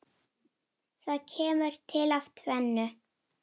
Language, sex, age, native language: Icelandic, female, 9, Icelandic